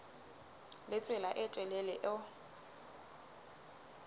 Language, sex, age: Southern Sotho, female, 23